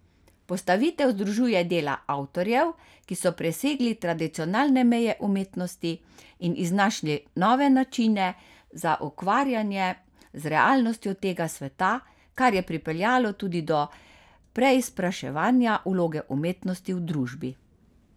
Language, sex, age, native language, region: Slovenian, female, 50-59, Slovenian, Carinthia region